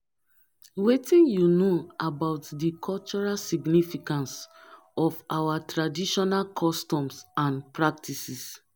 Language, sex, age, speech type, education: Nigerian Pidgin, female, 30-45, spontaneous, tertiary